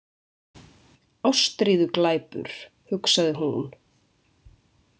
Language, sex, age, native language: Icelandic, female, 20-29, Icelandic